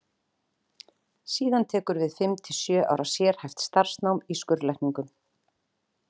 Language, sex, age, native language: Icelandic, female, 40-49, Icelandic